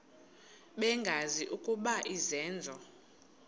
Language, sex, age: Xhosa, female, 22